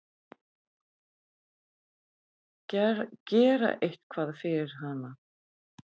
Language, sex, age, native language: Icelandic, female, 50-59, Icelandic